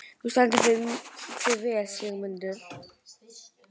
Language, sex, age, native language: Icelandic, female, 12, Icelandic